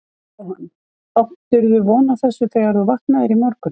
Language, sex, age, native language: Icelandic, female, 50-59, Icelandic